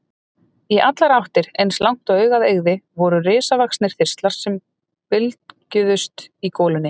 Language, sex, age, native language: Icelandic, female, 30-39, Icelandic